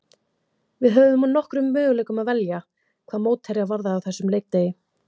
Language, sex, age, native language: Icelandic, female, 50-59, Icelandic